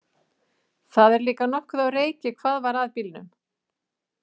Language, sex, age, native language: Icelandic, female, 40-49, Icelandic